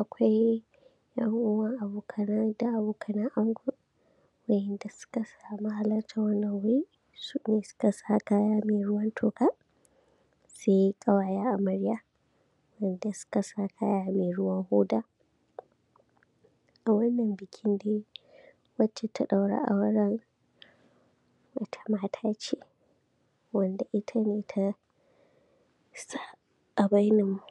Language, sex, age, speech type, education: Hausa, female, 15-29, spontaneous, secondary